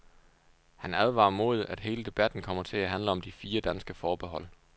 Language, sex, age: Danish, male, 29